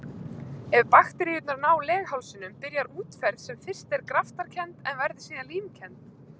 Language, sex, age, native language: Icelandic, female, 20-29, Icelandic